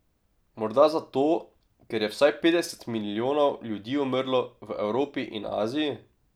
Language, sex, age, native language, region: Slovenian, male, 18-29, Slovenian, Drava region